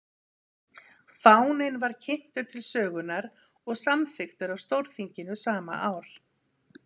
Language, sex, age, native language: Icelandic, female, 50-59, Icelandic